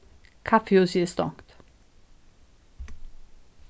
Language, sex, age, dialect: Faroese, female, 15-35, Norðuroyggjar